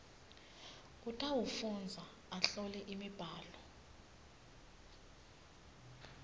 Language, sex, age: Swati, female, 19